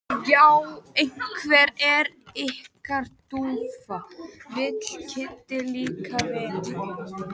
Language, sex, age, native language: Icelandic, male, 13, Icelandic